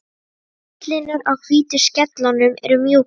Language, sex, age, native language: Icelandic, female, 30-39, Icelandic